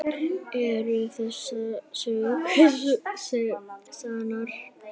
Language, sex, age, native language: Icelandic, female, 9, Icelandic